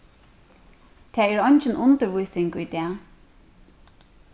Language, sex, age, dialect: Faroese, female, 36-60, Suðurstreymoy